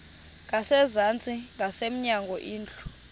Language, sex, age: Xhosa, female, 24